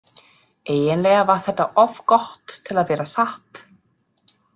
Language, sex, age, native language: Icelandic, female, 30-39, German